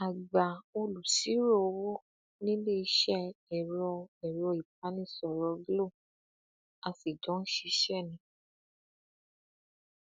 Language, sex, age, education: Yoruba, female, 15-29, tertiary